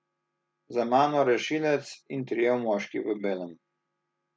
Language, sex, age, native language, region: Slovenian, male, 30-49, Slovenian, Southeast Slovenia